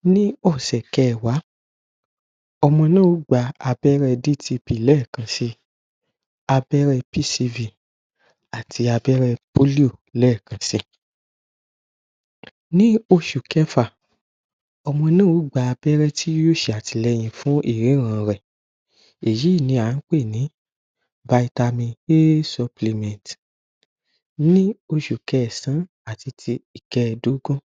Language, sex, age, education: Yoruba, male, 15-29, tertiary